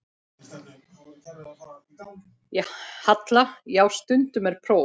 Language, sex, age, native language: Icelandic, male, 9, Icelandic